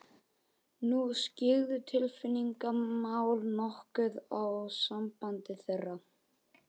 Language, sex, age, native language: Icelandic, male, 12, Icelandic